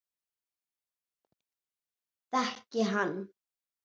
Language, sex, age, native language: Icelandic, female, 7, Icelandic